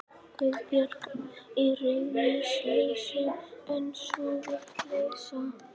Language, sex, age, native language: Icelandic, male, 11, Icelandic